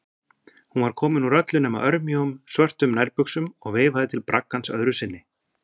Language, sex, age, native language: Icelandic, male, 40-49, Icelandic